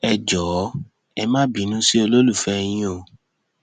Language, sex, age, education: Yoruba, male, 15-29, secondary